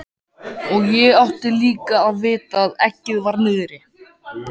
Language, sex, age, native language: Icelandic, male, 14, Icelandic